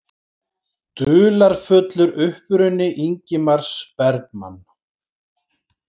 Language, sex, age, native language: Icelandic, male, 40-49, Icelandic